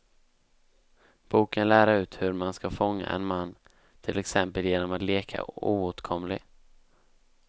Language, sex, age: Swedish, male, 19